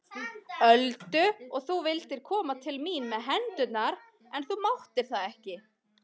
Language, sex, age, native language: Icelandic, female, 20-29, Icelandic